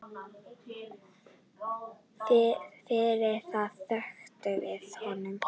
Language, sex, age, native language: Icelandic, female, 9, Icelandic